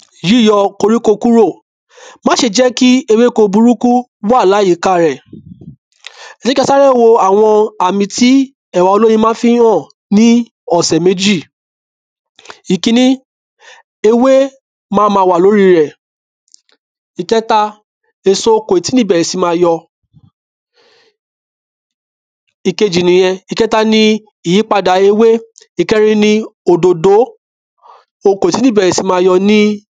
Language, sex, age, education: Yoruba, male, 30-45, tertiary